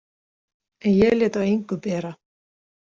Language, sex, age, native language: Icelandic, female, 60-69, Icelandic